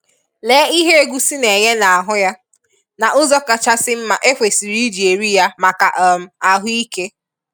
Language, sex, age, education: Igbo, female, 15-29, tertiary